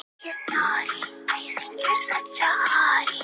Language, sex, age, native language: Icelandic, female, 18-19, Thai